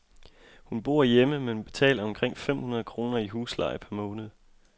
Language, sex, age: Danish, male, 25